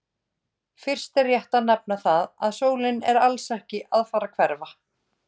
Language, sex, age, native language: Icelandic, female, 30-39, Icelandic